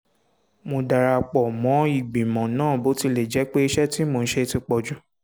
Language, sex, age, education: Yoruba, male, 15-29, secondary